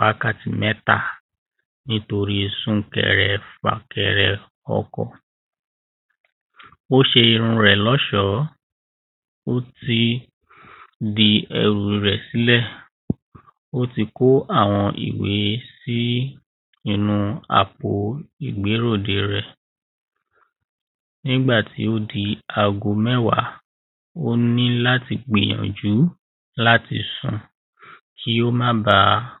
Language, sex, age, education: Yoruba, male, 15-29, primary